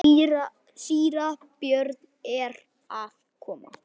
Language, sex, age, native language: Icelandic, male, 9, Icelandic